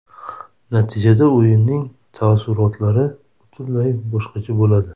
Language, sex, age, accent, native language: Uzbek, male, 30-39, Toshkent shahri, Uzbek